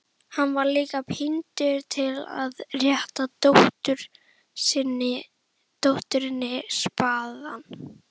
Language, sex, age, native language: Icelandic, female, 11, Icelandic